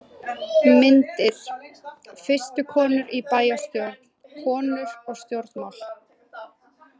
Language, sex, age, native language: Icelandic, female, 20-29, Icelandic